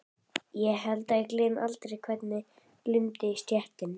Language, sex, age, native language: Icelandic, female, 11, Icelandic